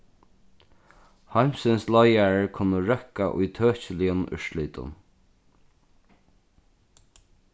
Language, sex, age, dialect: Faroese, male, 36-60, Norðurstreymoy/Eysturoy